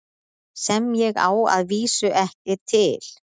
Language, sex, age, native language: Icelandic, female, 30-39, Icelandic